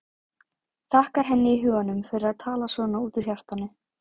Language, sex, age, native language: Icelandic, female, 18-19, Icelandic